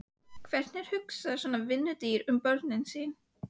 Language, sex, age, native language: Icelandic, female, 15, Icelandic